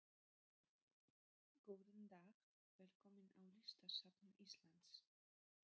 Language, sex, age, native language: Icelandic, female, 30-39, Polish